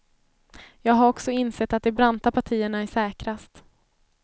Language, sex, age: Swedish, female, 24